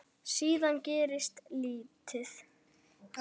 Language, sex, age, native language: Icelandic, male, 8, Icelandic